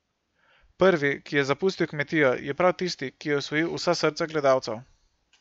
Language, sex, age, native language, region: Slovenian, male, 18-29, Slovenian, Gorenjska region